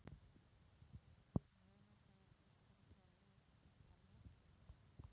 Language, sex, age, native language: Icelandic, female, 40-49, Polish